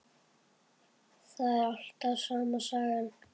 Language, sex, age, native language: Icelandic, male, 7, Icelandic